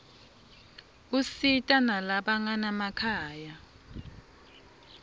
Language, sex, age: Swati, female, 26